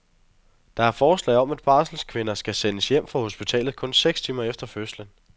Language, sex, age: Danish, male, 23